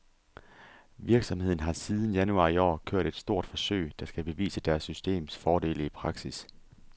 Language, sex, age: Danish, male, 30